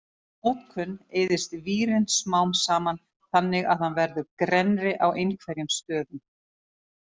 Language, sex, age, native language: Icelandic, female, 50-59, Icelandic